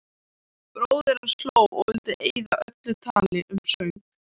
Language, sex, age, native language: Icelandic, other, 13, Icelandic